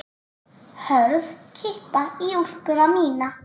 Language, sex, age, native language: Icelandic, female, 9, Icelandic